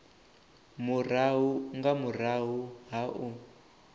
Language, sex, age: Venda, male, 24